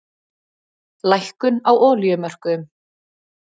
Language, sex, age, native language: Icelandic, female, 20-29, Icelandic